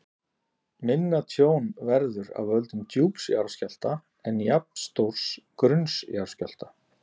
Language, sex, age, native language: Icelandic, male, 40-49, Icelandic